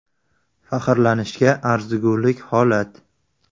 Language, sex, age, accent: Uzbek, male, 18-24, Surxondaryo